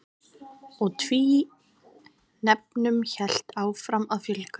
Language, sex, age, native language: Icelandic, female, 30-39, Icelandic